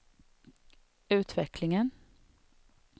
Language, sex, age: Swedish, female, 32